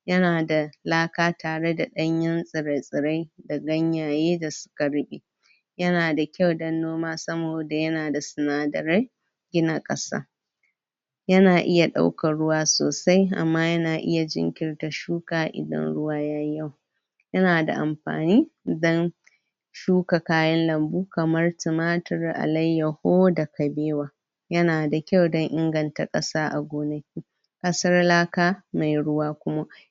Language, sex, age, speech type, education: Hausa, female, 15-29, spontaneous, primary